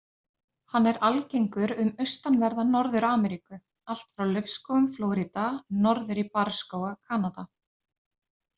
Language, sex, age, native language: Icelandic, female, 30-39, Icelandic